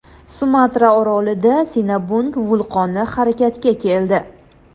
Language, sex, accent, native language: Uzbek, female, Andijon, Uzbek